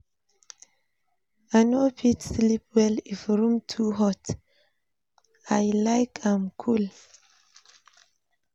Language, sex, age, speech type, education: Nigerian Pidgin, female, 15-29, read, tertiary